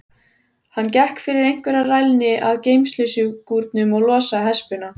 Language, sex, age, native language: Icelandic, female, 14, Icelandic